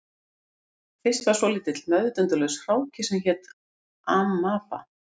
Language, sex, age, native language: Icelandic, female, 50-59, Icelandic